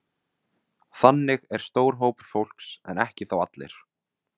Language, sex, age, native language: Icelandic, male, 20-29, Vietnamese